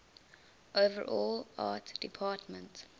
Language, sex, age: English, female, 20